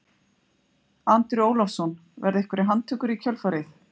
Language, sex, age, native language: Icelandic, female, 50-59, Icelandic